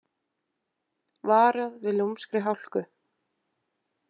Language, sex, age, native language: Icelandic, female, 20-29, Icelandic